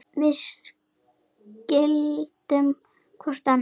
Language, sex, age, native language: Icelandic, female, 10, Icelandic